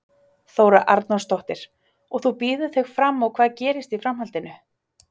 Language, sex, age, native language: Icelandic, female, 30-39, Icelandic